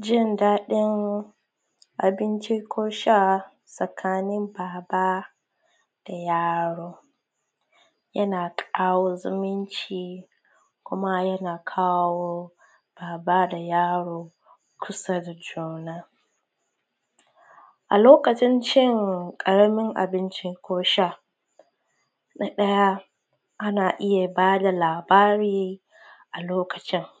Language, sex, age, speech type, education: Hausa, female, 15-29, spontaneous, tertiary